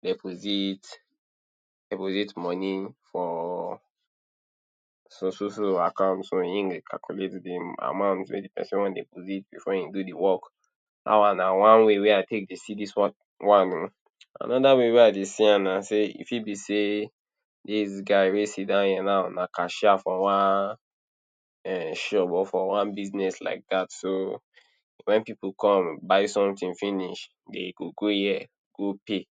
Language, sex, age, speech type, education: Nigerian Pidgin, male, 30-45, spontaneous, tertiary